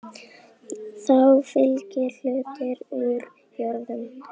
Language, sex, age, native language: Icelandic, female, 10, Icelandic